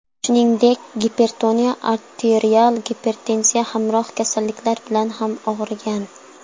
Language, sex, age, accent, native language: Uzbek, female, under 19, Sirdaryo, Uzbek